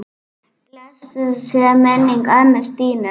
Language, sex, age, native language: Icelandic, female, 9, Icelandic